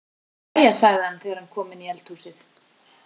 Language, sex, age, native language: Icelandic, female, 40-49, Icelandic